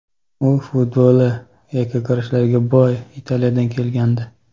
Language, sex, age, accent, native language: Uzbek, male, 25-34, Toshkent viloyati, Kazakh